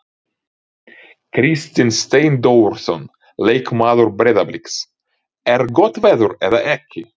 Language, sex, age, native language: Icelandic, male, 30-39, Ukrainian